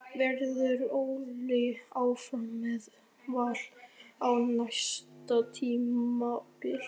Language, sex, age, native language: Icelandic, male, 13, Icelandic